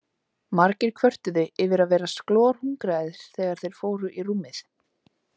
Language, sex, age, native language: Icelandic, female, 20-29, Icelandic